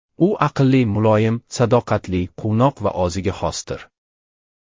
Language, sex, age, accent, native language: Uzbek, male, under 19, Buxoro, Uzbek